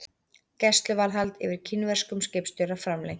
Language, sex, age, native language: Icelandic, female, 30-39, Icelandic